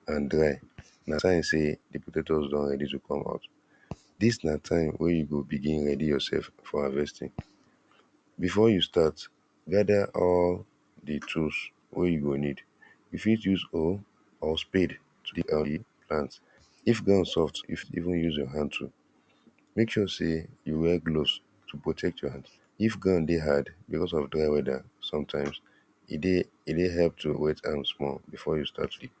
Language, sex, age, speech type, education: Nigerian Pidgin, male, 15-29, spontaneous, primary